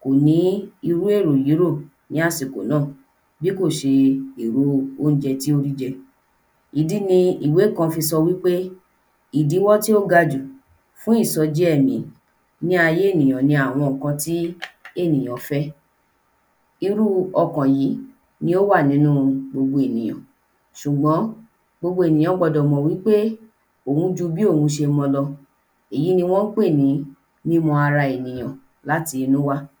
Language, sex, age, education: Yoruba, female, 15-29, tertiary